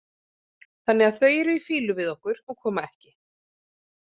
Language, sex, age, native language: Icelandic, female, 30-39, Icelandic